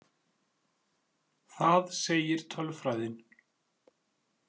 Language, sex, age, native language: Icelandic, male, 40-49, Icelandic